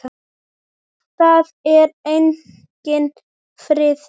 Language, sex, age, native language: Icelandic, male, 9, Icelandic